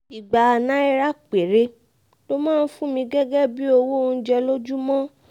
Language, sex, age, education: Yoruba, female, 15-29, tertiary